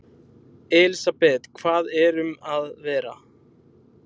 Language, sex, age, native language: Icelandic, male, 20-29, Icelandic